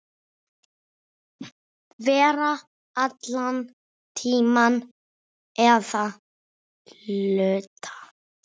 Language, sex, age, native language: Icelandic, male, 6, Icelandic